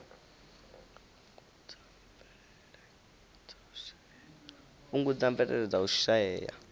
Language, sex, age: Venda, male, 19